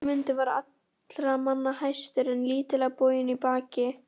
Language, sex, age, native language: Icelandic, female, 11, Icelandic